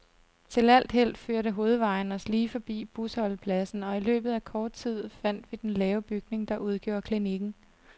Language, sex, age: Danish, female, 32